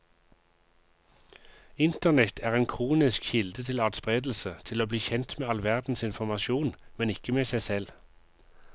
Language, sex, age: Norwegian, male, 51